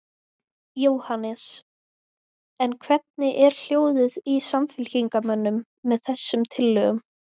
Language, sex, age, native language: Icelandic, female, 20-29, Icelandic